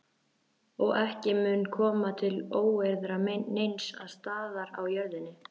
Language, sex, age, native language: Icelandic, female, 13, Icelandic